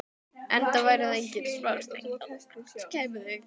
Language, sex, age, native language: Icelandic, female, 12, Icelandic